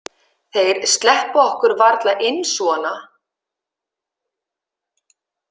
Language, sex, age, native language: Icelandic, female, 50-59, Icelandic